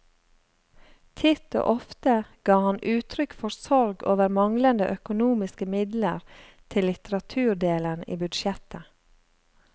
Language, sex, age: Norwegian, female, 35